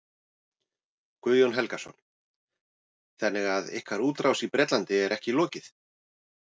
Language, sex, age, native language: Icelandic, male, 40-49, Icelandic